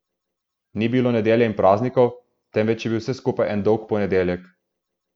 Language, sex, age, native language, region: Slovenian, male, 18-29, Slovenian, Southeast Slovenia